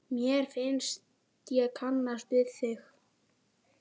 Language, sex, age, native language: Icelandic, female, 12, Icelandic